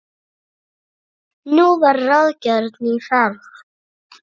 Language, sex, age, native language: Icelandic, male, 8, Icelandic